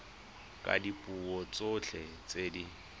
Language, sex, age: Tswana, male, 25